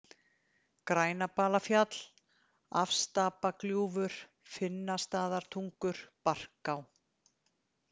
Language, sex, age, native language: Icelandic, female, 50-59, Icelandic